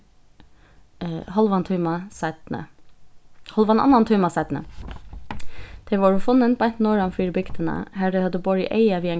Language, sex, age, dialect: Faroese, female, 15-35, Suðurstreymoy